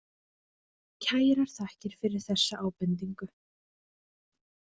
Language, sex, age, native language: Icelandic, female, 20-29, Icelandic